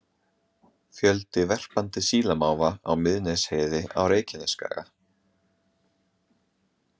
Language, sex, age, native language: Icelandic, male, 20-29, Icelandic